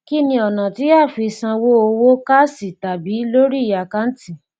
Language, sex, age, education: Yoruba, female, 15-29, tertiary